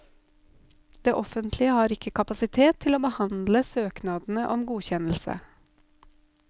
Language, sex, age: Norwegian, female, 32